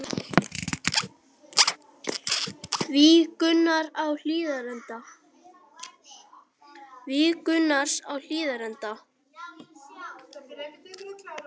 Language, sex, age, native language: Icelandic, male, 18-19, Icelandic